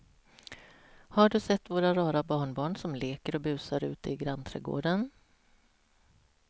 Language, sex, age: Swedish, female, 46